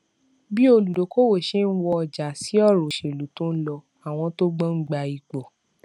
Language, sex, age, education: Yoruba, female, 15-29, tertiary